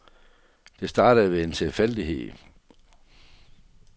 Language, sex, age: Danish, male, 48